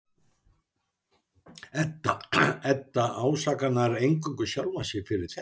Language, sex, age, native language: Icelandic, male, 60-69, Icelandic